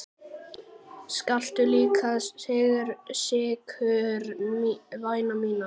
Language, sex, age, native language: Icelandic, male, 9, Icelandic